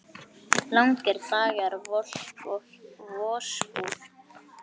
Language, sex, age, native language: Icelandic, male, 8, Icelandic